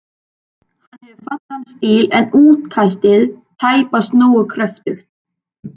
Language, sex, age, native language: Icelandic, male, 12, Icelandic